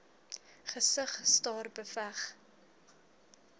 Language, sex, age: Afrikaans, female, 20